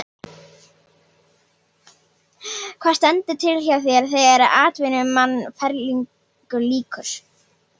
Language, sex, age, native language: Icelandic, female, 18-19, Icelandic